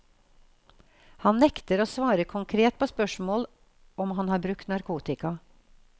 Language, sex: Norwegian, female